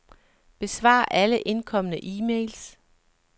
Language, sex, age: Danish, male, 37